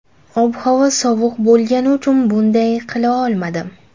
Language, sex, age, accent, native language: Uzbek, female, under 19, Jizzax, Uzbek